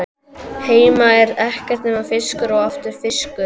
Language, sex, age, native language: Icelandic, male, 12, Icelandic